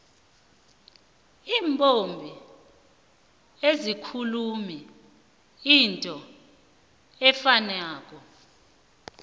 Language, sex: South Ndebele, female